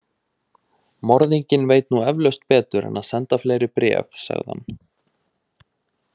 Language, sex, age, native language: Icelandic, male, 20-29, Icelandic